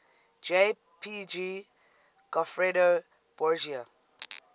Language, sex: English, female